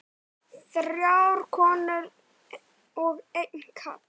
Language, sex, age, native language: Icelandic, male, 9, Icelandic